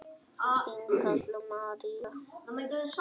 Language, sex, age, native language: Icelandic, other, 9, Icelandic